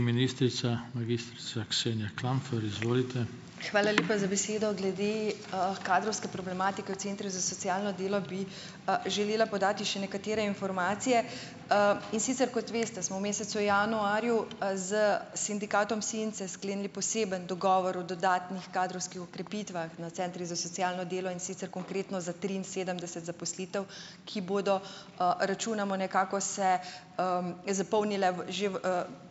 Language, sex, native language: Slovenian, female, Slovenian